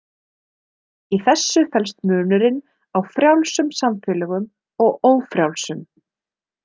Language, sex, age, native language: Icelandic, female, 30-39, Icelandic